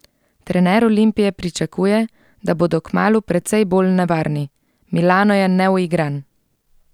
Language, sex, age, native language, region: Slovenian, female, 30-49, Slovenian, Central Slovenia